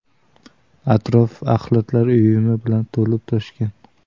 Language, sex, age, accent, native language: Uzbek, male, 18-24, Toshkent viloyati, Uzbek